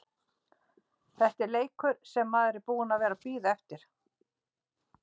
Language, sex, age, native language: Icelandic, female, 60-69, Icelandic